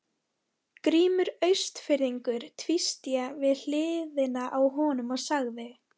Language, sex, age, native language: Icelandic, female, 13, Icelandic